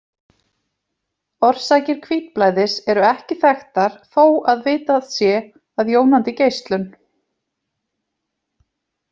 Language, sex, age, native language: Icelandic, female, 30-39, Icelandic